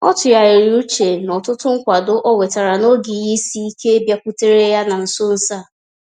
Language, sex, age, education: Igbo, female, 15-29, tertiary